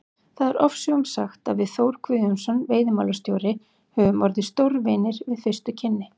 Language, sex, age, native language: Icelandic, female, 40-49, Icelandic